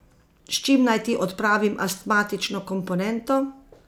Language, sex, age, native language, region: Slovenian, female, 50-59, Slovenian, Zasavska region